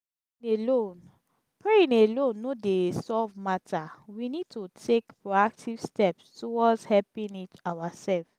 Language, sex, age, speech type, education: Nigerian Pidgin, female, 15-29, spontaneous, tertiary